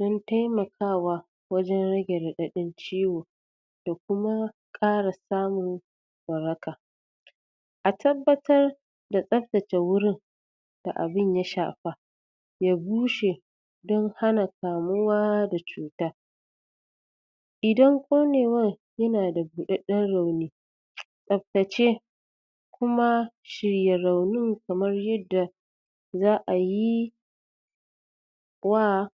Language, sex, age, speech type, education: Hausa, female, 30-45, spontaneous, tertiary